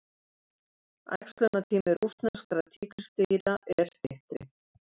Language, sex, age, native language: Icelandic, female, 70-79, Icelandic